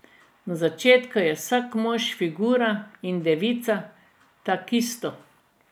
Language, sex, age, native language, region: Slovenian, female, 60+, Slovenian, Drava region